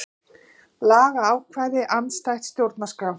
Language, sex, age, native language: Icelandic, female, 40-49, Icelandic